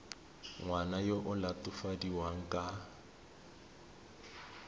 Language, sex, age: Tswana, male, 31